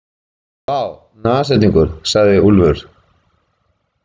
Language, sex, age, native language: Icelandic, male, 50-59, Icelandic